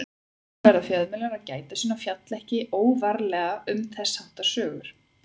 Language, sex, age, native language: Icelandic, female, 30-39, Icelandic